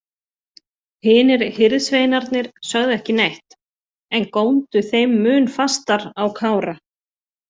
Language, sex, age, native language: Icelandic, female, 40-49, Icelandic